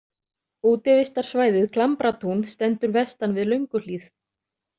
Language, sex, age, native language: Icelandic, other, 30-39, Icelandic